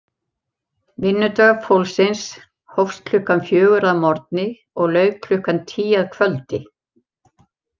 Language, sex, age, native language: Icelandic, female, 70-79, Icelandic